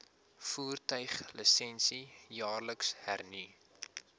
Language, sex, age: Afrikaans, male, 21